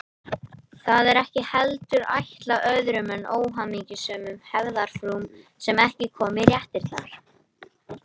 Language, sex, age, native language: Icelandic, male, 18-19, Icelandic